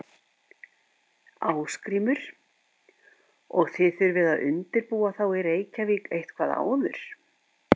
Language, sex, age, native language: Icelandic, female, 50-59, Icelandic